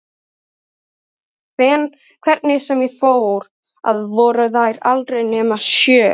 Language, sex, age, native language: Icelandic, male, 13, Icelandic